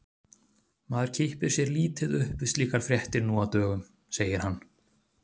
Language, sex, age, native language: Icelandic, male, 30-39, Icelandic